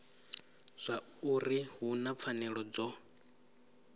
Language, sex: Venda, male